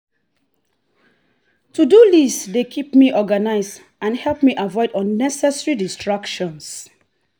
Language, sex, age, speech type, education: Nigerian Pidgin, female, 30-45, spontaneous, tertiary